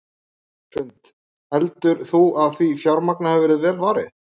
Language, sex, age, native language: Icelandic, male, 30-39, Icelandic